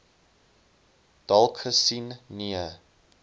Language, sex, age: Afrikaans, male, 20